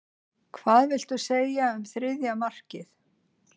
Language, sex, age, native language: Icelandic, female, 60-69, Icelandic